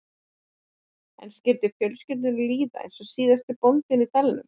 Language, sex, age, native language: Icelandic, female, 50-59, Icelandic